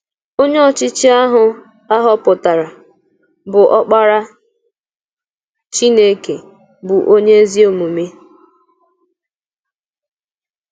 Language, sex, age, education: Igbo, female, 15-29, tertiary